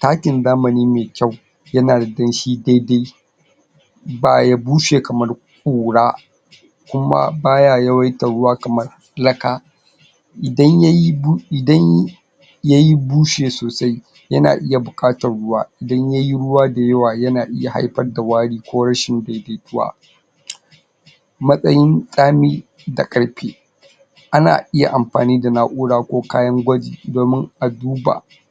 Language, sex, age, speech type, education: Hausa, male, 46-60, spontaneous, tertiary